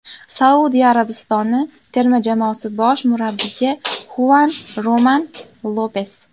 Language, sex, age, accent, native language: Uzbek, female, 18-24, Andijon, Uzbek